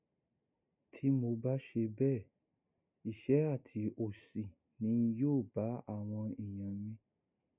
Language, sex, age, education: Yoruba, male, 60+, secondary